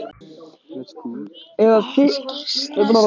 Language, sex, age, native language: Icelandic, male, 18-19, Icelandic